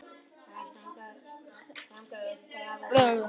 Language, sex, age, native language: Icelandic, female, 50-59, Icelandic